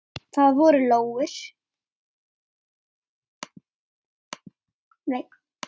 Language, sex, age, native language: Icelandic, female, 9, Icelandic